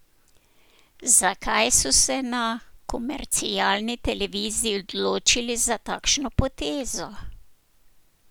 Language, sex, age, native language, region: Slovenian, female, 60+, Slovenian, Posavska region